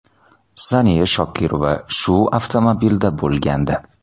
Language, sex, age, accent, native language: Uzbek, male, 30-39, Toshkent shahri, Uzbek